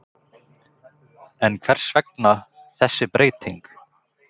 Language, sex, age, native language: Icelandic, male, 20-29, Icelandic